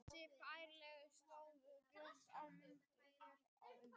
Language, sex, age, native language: Icelandic, female, 18-19, Icelandic